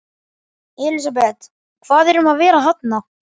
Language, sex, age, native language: Icelandic, male, 11, Icelandic